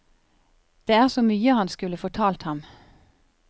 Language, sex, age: Norwegian, female, 50